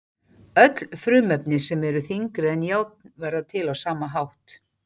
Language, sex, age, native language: Icelandic, female, 40-49, Icelandic